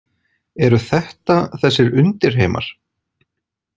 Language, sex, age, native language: Icelandic, male, 40-49, Icelandic